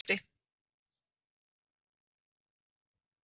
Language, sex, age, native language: Icelandic, female, 30-39, Icelandic